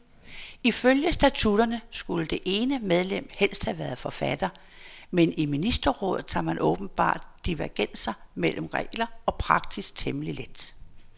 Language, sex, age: Danish, female, 59